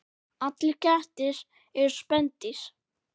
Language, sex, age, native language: Icelandic, male, 9, Icelandic